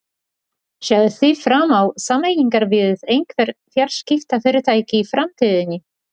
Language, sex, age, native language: Icelandic, female, 40-49, Polish